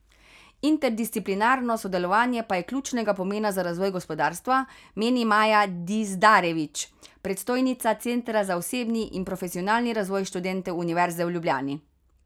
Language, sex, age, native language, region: Slovenian, female, 30-49, Slovenian, Carinthia region